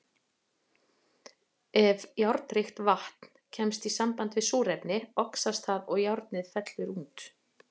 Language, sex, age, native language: Icelandic, female, 40-49, Icelandic